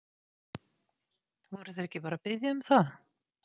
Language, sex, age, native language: Icelandic, female, 40-49, Icelandic